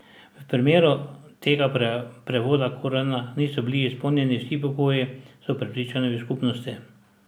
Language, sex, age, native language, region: Slovenian, male, 60+, Slovenian, Drava region